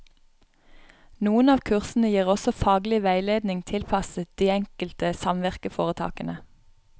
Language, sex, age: Norwegian, female, 31